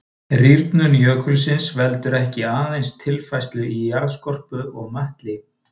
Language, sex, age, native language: Icelandic, male, 30-39, Icelandic